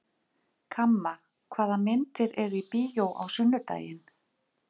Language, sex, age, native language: Icelandic, female, 50-59, Icelandic